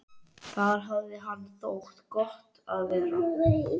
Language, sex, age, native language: Icelandic, male, 11, Icelandic